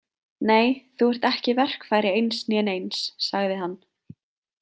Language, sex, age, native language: Icelandic, female, 20-29, Icelandic